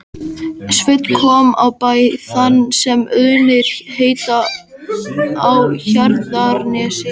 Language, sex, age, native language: Icelandic, male, 13, Icelandic